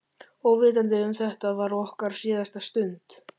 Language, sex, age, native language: Icelandic, male, 13, Icelandic